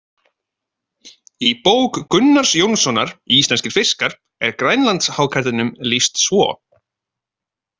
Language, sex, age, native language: Icelandic, male, 30-39, Icelandic